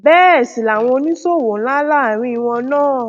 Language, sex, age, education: Yoruba, female, 15-29, tertiary